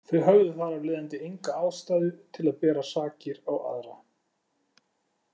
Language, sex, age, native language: Icelandic, male, 40-49, Icelandic